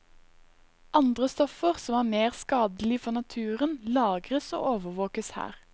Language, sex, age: Norwegian, female, 21